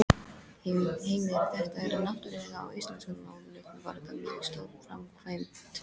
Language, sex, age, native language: Icelandic, female, 13, English